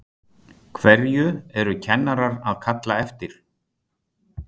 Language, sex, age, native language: Icelandic, male, 60-69, Icelandic